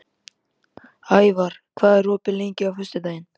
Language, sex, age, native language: Icelandic, male, 13, Icelandic